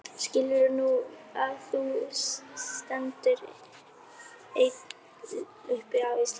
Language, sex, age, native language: Icelandic, female, 11, Icelandic